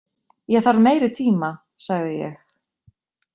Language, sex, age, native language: Icelandic, female, 20-29, Icelandic